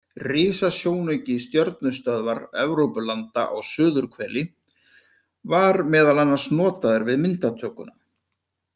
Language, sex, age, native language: Icelandic, male, 50-59, Icelandic